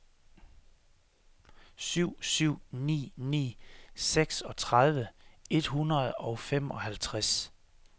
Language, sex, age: Danish, male, 33